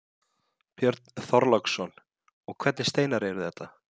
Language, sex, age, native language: Icelandic, male, 30-39, Icelandic